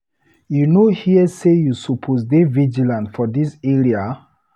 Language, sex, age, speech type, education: Nigerian Pidgin, male, 30-45, read, tertiary